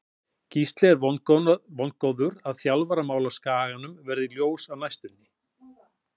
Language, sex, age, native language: Icelandic, male, 40-49, Icelandic